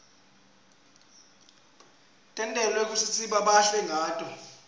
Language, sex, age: Swati, male, 26